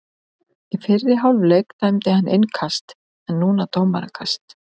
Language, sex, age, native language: Icelandic, female, 50-59, Icelandic